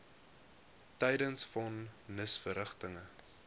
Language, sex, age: Afrikaans, male, 21